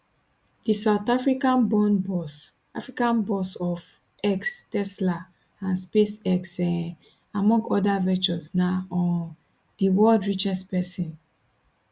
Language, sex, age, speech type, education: Nigerian Pidgin, female, 15-29, spontaneous, tertiary